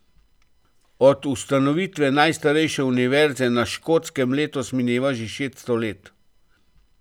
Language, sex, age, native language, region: Slovenian, male, 50-59, Slovenian, Central Slovenia